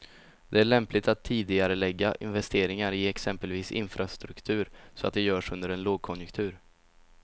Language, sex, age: Swedish, male, 17